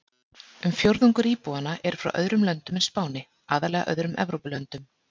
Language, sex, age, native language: Icelandic, female, 40-49, Icelandic